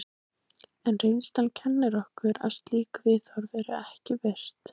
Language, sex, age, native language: Icelandic, female, 18-19, Icelandic